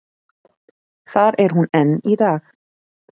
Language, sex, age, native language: Icelandic, female, 30-39, Icelandic